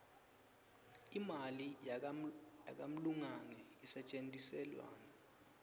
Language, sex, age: Swati, male, 23